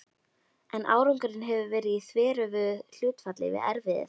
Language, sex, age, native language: Icelandic, female, 12, Icelandic